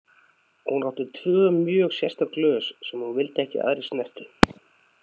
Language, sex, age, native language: Icelandic, male, 30-39, Icelandic